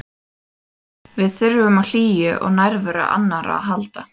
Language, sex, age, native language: Icelandic, female, 18-19, Icelandic